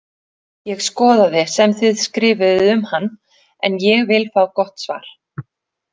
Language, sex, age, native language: Icelandic, female, 40-49, Icelandic